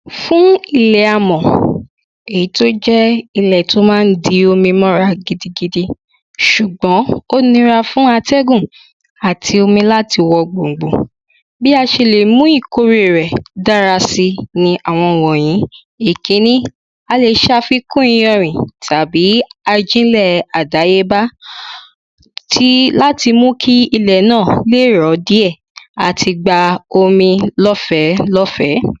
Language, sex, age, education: Yoruba, female, 15-29, primary